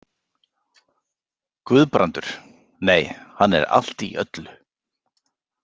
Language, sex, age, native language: Icelandic, male, 40-49, Icelandic